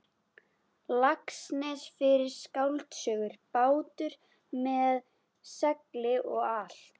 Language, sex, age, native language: Icelandic, female, 11, Icelandic